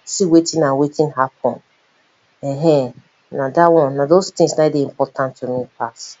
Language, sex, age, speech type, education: Nigerian Pidgin, female, 30-45, spontaneous, tertiary